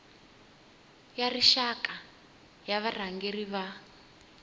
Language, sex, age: Tsonga, female, 20